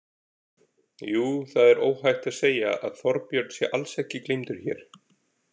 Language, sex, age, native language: Icelandic, male, 40-49, Icelandic